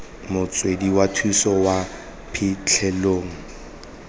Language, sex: Tswana, male